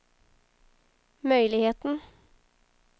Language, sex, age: Swedish, female, 22